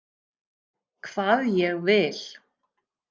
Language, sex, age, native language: Icelandic, female, 50-59, Icelandic